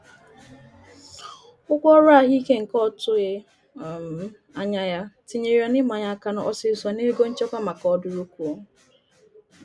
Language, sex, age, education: Igbo, female, 30-45, tertiary